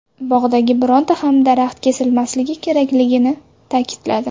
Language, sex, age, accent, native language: Uzbek, female, 25-34, Surxondaryo, Uzbek